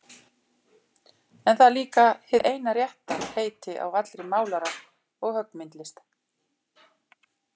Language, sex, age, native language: Icelandic, female, 40-49, Icelandic